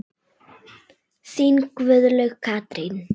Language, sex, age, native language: Icelandic, female, 8, Icelandic